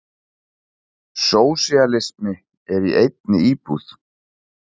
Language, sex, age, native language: Icelandic, male, 40-49, Icelandic